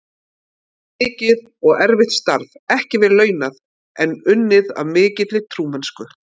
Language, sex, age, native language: Icelandic, female, 50-59, Icelandic